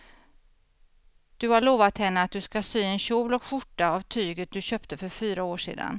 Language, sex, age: Swedish, female, 50